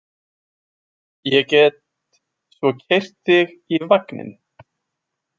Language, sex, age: Icelandic, male, 20-29